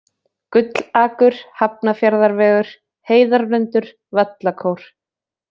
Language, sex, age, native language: Icelandic, female, 20-29, Icelandic